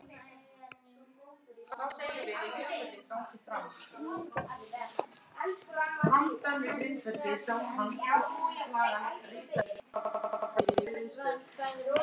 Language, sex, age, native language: Icelandic, male, 9, Icelandic